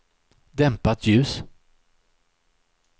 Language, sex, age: Swedish, male, 63